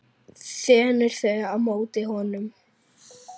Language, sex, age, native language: Icelandic, male, 9, Icelandic